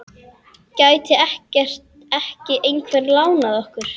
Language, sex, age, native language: Icelandic, male, 10, Icelandic